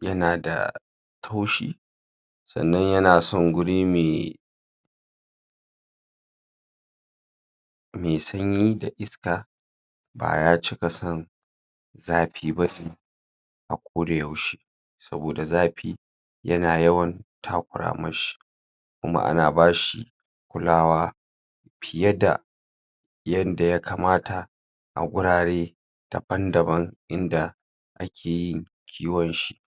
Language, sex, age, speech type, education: Hausa, female, 60+, spontaneous, secondary